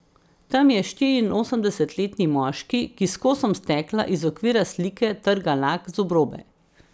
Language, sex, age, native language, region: Slovenian, female, 50-59, Slovenian, Central Slovenia